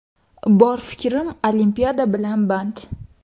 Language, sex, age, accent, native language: Uzbek, female, under 19, Qoraqalpog'iston, Uzbek